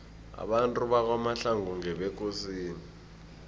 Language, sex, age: South Ndebele, male, 20